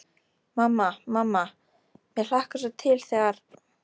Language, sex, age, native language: Icelandic, female, 13, Icelandic